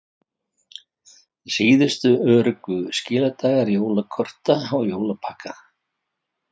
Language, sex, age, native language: Icelandic, male, 50-59, Icelandic